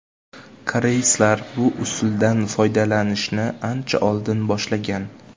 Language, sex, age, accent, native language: Uzbek, male, 18-24, Jizzax, Uzbek